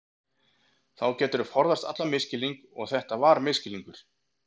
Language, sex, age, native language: Icelandic, male, 40-49, Icelandic